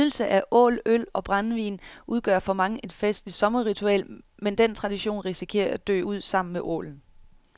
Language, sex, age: Danish, female, 31